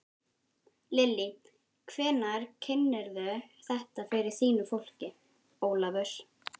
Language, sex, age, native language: Icelandic, female, 12, Icelandic